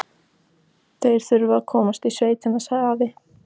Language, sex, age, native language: Icelandic, female, 14, Icelandic